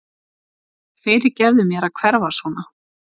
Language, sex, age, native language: Icelandic, female, 30-39, Icelandic